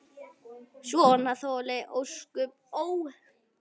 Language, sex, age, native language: Icelandic, female, 9, Icelandic